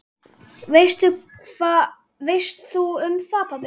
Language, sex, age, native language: Icelandic, male, 12, Icelandic